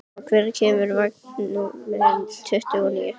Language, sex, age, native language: Icelandic, female, 12, Icelandic